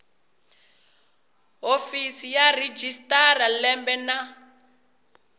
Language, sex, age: Tsonga, female, 20